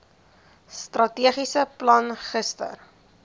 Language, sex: Afrikaans, female